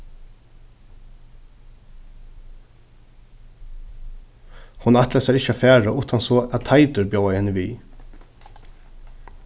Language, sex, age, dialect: Faroese, male, 15-35, Suðurstreymoy